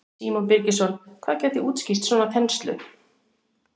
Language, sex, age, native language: Icelandic, female, 60-69, Icelandic